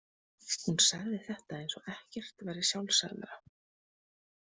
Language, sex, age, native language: Icelandic, female, 20-29, Icelandic